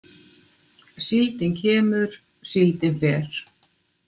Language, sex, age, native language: Icelandic, female, 60-69, Icelandic